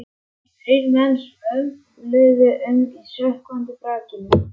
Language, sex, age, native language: Icelandic, male, 11, Icelandic